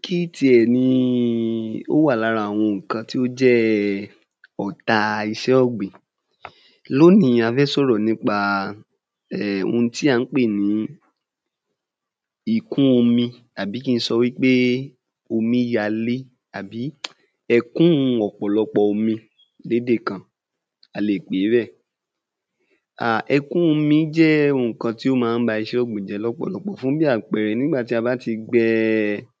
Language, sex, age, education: Yoruba, male, 15-29, tertiary